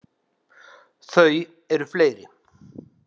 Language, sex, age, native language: Icelandic, male, 50-59, Icelandic